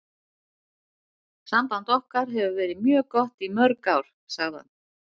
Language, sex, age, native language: Icelandic, female, 60-69, Icelandic